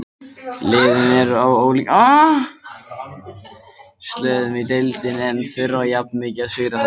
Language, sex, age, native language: Icelandic, male, 20-29, Icelandic